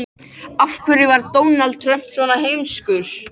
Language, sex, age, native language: Icelandic, male, 13, Icelandic